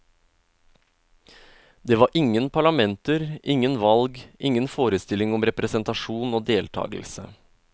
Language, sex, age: Norwegian, male, 31